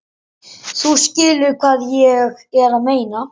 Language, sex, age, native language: Icelandic, male, 10, Icelandic